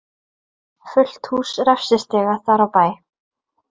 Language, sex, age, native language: Icelandic, female, 30-39, Icelandic